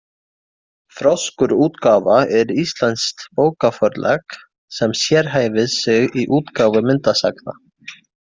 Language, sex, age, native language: Icelandic, male, 20-29, Faroese